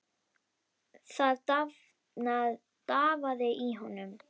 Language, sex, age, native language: Icelandic, female, 10, Icelandic